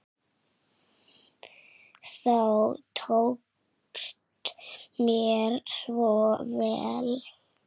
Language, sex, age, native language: Icelandic, female, 6, Icelandic